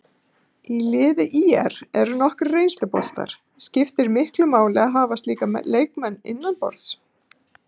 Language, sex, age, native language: Icelandic, female, 50-59, Icelandic